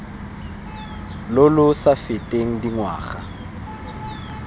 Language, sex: Tswana, male